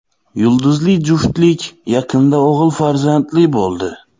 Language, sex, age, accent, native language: Uzbek, male, 25-34, Xorazm, Uzbek